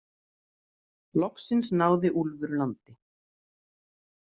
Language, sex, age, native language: Icelandic, female, 30-39, Icelandic